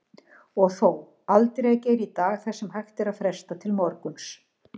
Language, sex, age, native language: Icelandic, female, 60-69, Icelandic